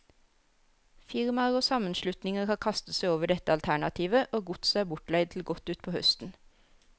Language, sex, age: Norwegian, female, 34